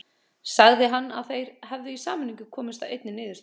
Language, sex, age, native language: Icelandic, female, 30-39, Icelandic